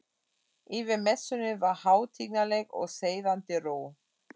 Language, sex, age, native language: Icelandic, female, 40-49, German